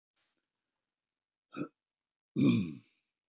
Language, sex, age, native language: Icelandic, male, 70-79, Icelandic